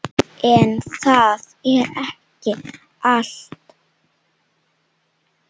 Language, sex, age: Icelandic, female, 7